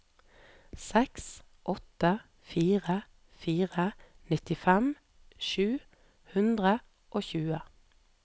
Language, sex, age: Norwegian, female, 38